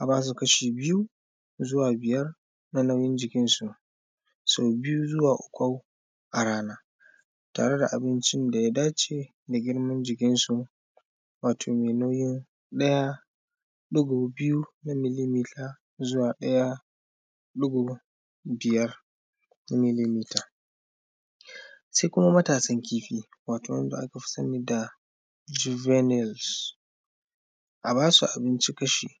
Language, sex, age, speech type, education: Hausa, male, 15-29, spontaneous, primary